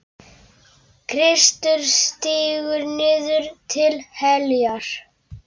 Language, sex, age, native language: Icelandic, male, 10, Polish